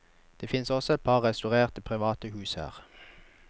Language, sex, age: Norwegian, male, 21